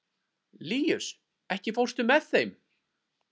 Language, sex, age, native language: Icelandic, male, 30-39, Icelandic